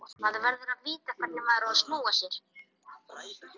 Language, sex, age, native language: Icelandic, male, 18-19, Icelandic